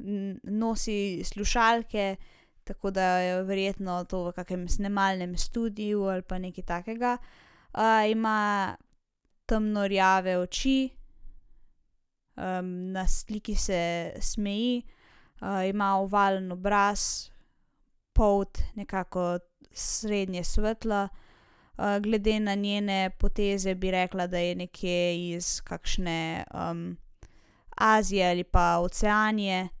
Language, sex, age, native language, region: Slovenian, female, 18-29, Slovenian, Zasavska region